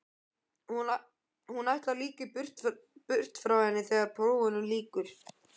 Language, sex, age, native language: Icelandic, male, 12, Icelandic